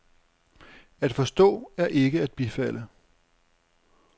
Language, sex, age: Danish, male, 35